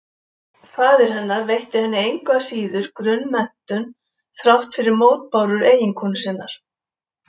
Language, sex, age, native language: Icelandic, female, 70-79, Icelandic